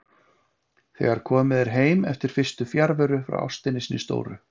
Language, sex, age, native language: Icelandic, male, 50-59, Icelandic